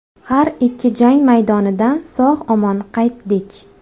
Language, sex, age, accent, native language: Uzbek, female, 25-34, Toshkent shahri, Uzbek